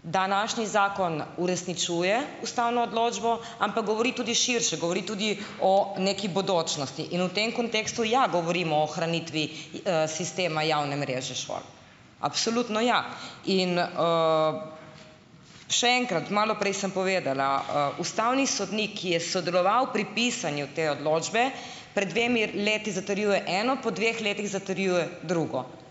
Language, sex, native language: Slovenian, female, Slovenian